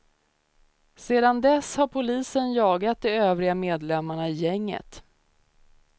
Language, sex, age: Swedish, female, 30